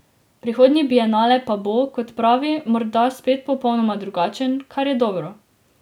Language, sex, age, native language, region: Slovenian, female, 18-29, Slovenian, Drava region